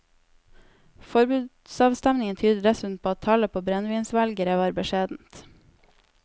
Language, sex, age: Norwegian, female, 18